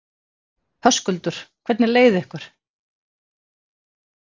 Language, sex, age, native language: Icelandic, female, 50-59, Icelandic